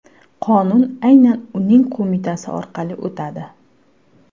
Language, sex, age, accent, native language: Uzbek, female, 19-29, Farg'ona, Uzbek